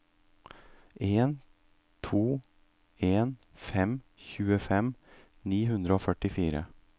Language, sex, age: Norwegian, male, 38